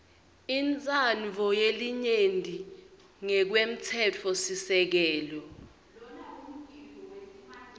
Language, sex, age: Swati, female, 22